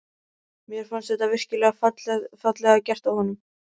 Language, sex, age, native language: Icelandic, male, 13, Icelandic